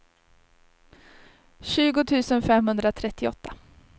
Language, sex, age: Swedish, female, 30